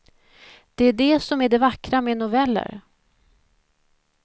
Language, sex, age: Swedish, female, 41